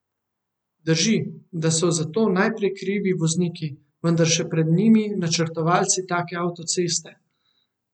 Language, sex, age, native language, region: Slovenian, male, 18-29, Slovenian, Central Slovenia